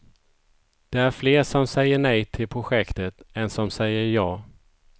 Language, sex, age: Swedish, male, 51